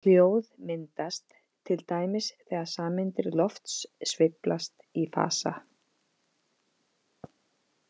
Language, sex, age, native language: Icelandic, female, 50-59, Icelandic